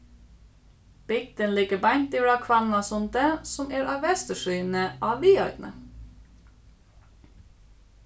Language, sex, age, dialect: Faroese, female, 15-35, Suðurstreymoy